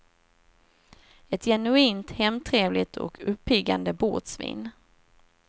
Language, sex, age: Swedish, female, 27